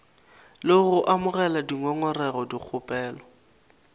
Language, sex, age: Northern Sotho, male, 19